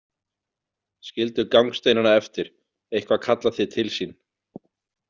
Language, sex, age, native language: Icelandic, male, 40-49, Icelandic